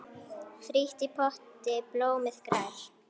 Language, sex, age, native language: Icelandic, female, 9, Icelandic